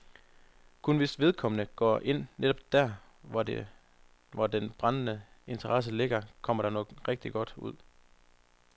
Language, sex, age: Danish, male, 25